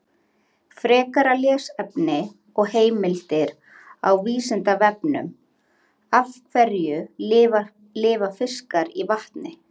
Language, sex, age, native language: Icelandic, female, 30-39, Icelandic